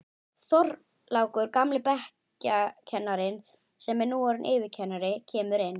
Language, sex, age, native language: Icelandic, female, 12, Icelandic